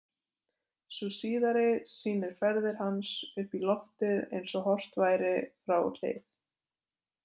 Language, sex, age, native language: Icelandic, female, 20-29, Icelandic